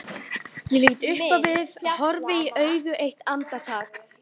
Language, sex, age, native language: Icelandic, female, 12, Icelandic